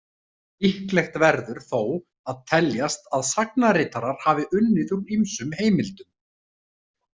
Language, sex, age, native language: Icelandic, male, 30-39, Icelandic